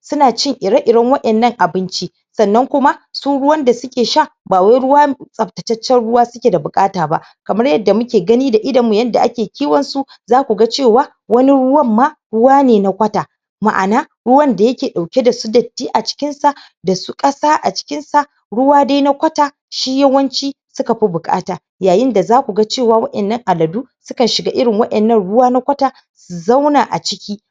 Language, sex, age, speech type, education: Hausa, male, 15-29, spontaneous, primary